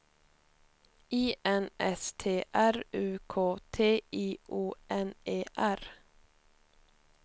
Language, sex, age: Swedish, female, 21